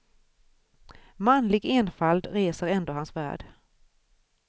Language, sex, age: Swedish, female, 41